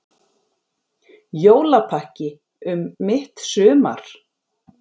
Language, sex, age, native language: Icelandic, female, 40-49, Icelandic